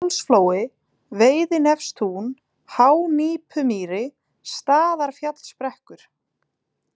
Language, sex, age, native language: Icelandic, female, 20-29, Icelandic